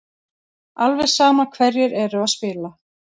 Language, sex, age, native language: Icelandic, female, 30-39, Icelandic